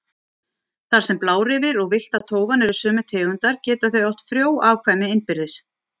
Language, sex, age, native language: Icelandic, female, 40-49, Icelandic